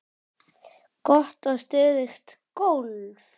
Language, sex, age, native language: Icelandic, male, 10, Icelandic